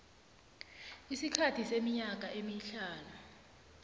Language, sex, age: South Ndebele, female, 20